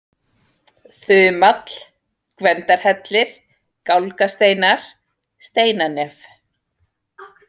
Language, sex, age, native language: Icelandic, female, 40-49, Icelandic